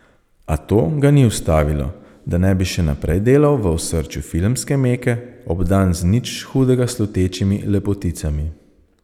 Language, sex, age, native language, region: Slovenian, male, 30-49, Slovenian, Savinja region